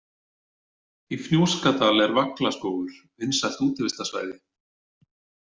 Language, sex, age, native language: Icelandic, male, 40-49, Icelandic